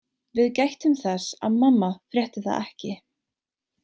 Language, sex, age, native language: Icelandic, female, 18-19, Icelandic